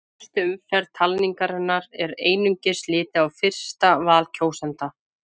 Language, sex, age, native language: Icelandic, female, 20-29, Icelandic